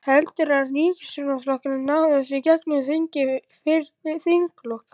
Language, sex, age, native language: Icelandic, male, 11, Icelandic